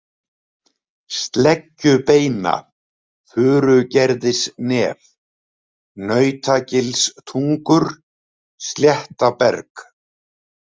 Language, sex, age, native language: Icelandic, male, 70-79, Icelandic